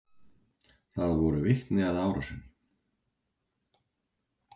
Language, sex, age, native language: Icelandic, male, 40-49, Icelandic